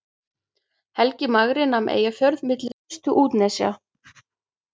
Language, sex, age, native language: Icelandic, female, 30-39, Icelandic